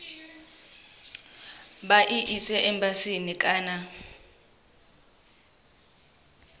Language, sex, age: Venda, female, 23